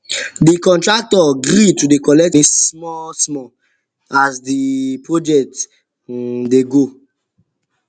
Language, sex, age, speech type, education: Nigerian Pidgin, male, 15-29, spontaneous, tertiary